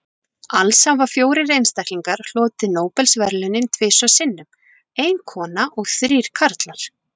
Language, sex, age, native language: Icelandic, female, 40-49, Icelandic